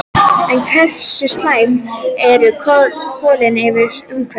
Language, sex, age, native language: Icelandic, female, 12, Icelandic